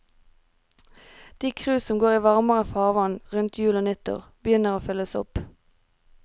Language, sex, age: Norwegian, female, 23